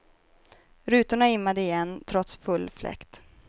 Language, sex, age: Swedish, female, 23